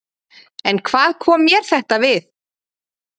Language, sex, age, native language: Icelandic, female, 30-39, Icelandic